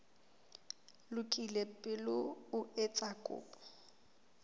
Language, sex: Southern Sotho, female